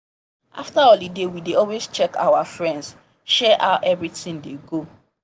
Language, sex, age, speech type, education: Nigerian Pidgin, female, 30-45, spontaneous, tertiary